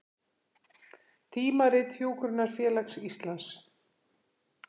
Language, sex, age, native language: Icelandic, female, 50-59, Icelandic